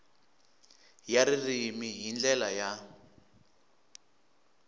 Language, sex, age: Tsonga, male, 23